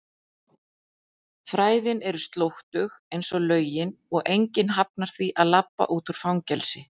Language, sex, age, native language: Icelandic, female, 40-49, Icelandic